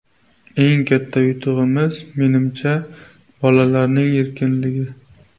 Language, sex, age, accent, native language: Uzbek, male, 18-24, Navoiy, Uzbek